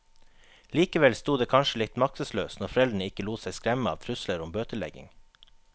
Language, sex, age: Norwegian, male, 21